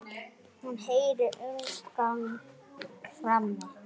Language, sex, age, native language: Icelandic, male, 7, Icelandic